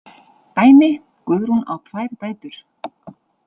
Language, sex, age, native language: Icelandic, female, 40-49, Icelandic